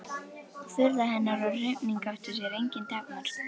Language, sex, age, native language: Icelandic, female, 11, Icelandic